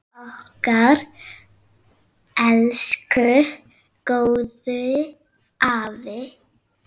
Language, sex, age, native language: Icelandic, female, 6, Icelandic